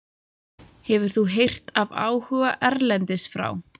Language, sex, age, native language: Icelandic, female, 30-39, Icelandic